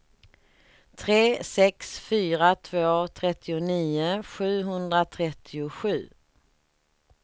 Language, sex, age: Swedish, female, 38